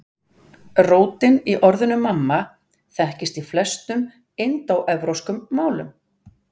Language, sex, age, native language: Icelandic, female, 40-49, Icelandic